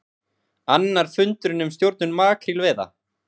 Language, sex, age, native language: Icelandic, male, 20-29, Icelandic